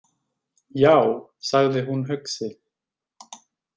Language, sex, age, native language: Icelandic, male, 20-29, Icelandic